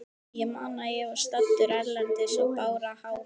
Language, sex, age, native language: Icelandic, female, 12, Icelandic